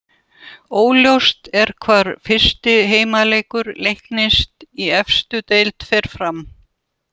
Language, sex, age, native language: Icelandic, female, 70-79, Russian